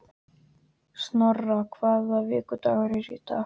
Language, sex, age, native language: Icelandic, male, 12, Icelandic